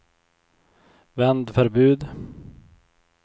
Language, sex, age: Swedish, male, 24